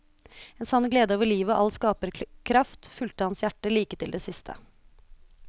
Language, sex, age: Norwegian, female, 29